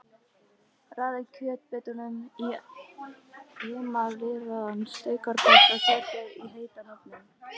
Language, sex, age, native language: Icelandic, other, 13, Icelandic